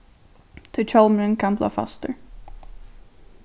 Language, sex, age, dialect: Faroese, female, 15-35, Norðurstreymoy/Eysturoy